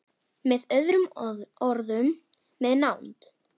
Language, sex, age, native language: Icelandic, female, 10, Icelandic